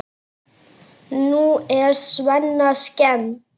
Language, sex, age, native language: Icelandic, female, 8, Icelandic